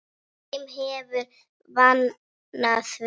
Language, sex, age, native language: Icelandic, female, 8, Icelandic